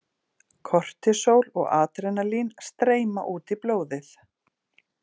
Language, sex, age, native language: Icelandic, female, 40-49, Icelandic